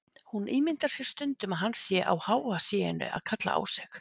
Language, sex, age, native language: Icelandic, female, 50-59, Icelandic